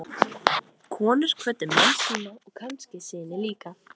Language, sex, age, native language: Icelandic, female, 13, Icelandic